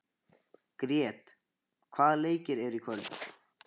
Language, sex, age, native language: Icelandic, male, 15, Icelandic